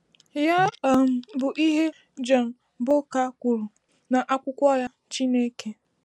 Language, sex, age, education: Igbo, female, 15-29, tertiary